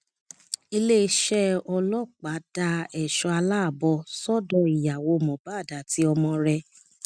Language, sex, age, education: Yoruba, female, 30-45, tertiary